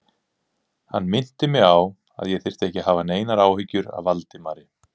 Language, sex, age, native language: Icelandic, male, 30-39, Icelandic